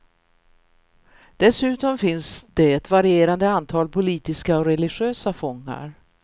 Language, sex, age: Swedish, female, 64